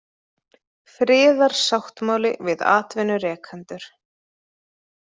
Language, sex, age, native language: Icelandic, female, 30-39, Icelandic